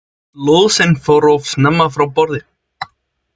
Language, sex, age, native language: Icelandic, male, 20-29, Icelandic